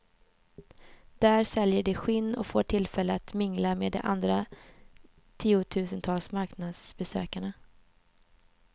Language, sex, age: Swedish, female, 24